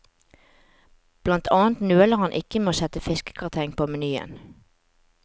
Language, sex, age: Norwegian, female, 45